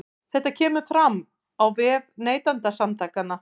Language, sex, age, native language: Icelandic, female, 50-59, Icelandic